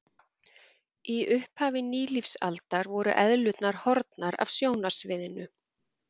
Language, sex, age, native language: Icelandic, female, 40-49, Icelandic